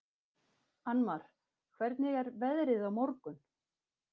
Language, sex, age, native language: Icelandic, female, 50-59, Icelandic